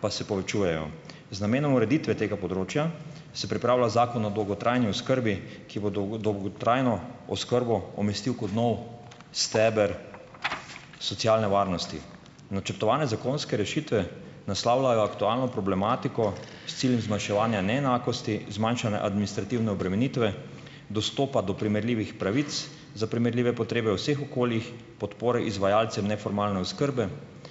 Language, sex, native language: Slovenian, male, Slovenian